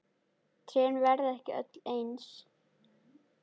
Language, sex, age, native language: Icelandic, female, 10, Icelandic